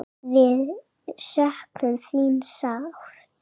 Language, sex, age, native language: Icelandic, female, 7, Icelandic